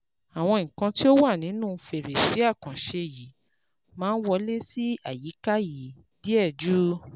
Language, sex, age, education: Yoruba, female, 30-45, tertiary